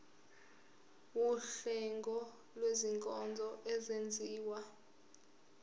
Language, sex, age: Zulu, female, 18